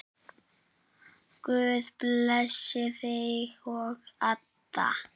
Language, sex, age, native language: Icelandic, male, 7, Icelandic